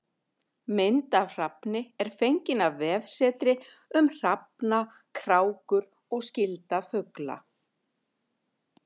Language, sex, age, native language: Icelandic, female, 50-59, Icelandic